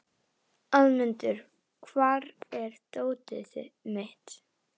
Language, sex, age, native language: Icelandic, female, 11, Icelandic